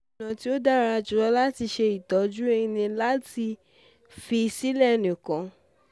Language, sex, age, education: Yoruba, female, 15-29, tertiary